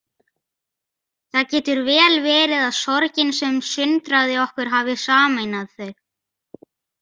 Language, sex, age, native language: Icelandic, female, 50-59, Icelandic